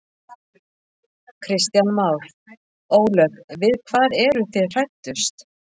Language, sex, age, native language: Icelandic, male, 40-49, Icelandic